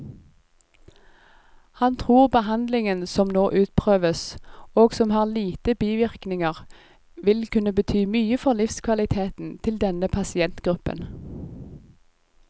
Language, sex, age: Norwegian, female, 25